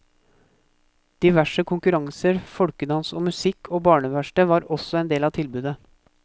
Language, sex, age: Norwegian, male, 24